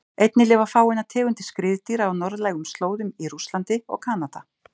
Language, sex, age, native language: Icelandic, female, 50-59, Icelandic